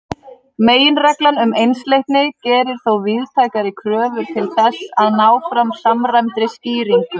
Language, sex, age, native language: Icelandic, female, 30-39, Icelandic